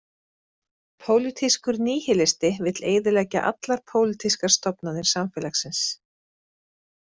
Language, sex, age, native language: Icelandic, female, 30-39, Icelandic